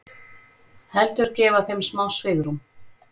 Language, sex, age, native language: Icelandic, female, 40-49, Icelandic